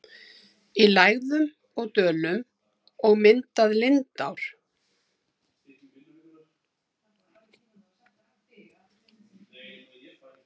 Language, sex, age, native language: Icelandic, female, 70-79, Icelandic